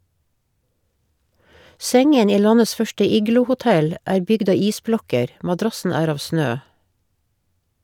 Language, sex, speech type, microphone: Norwegian, female, read, Shure